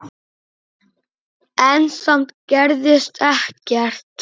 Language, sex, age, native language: Icelandic, male, 9, Icelandic